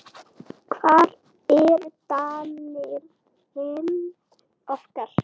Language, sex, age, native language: Icelandic, female, 8, Icelandic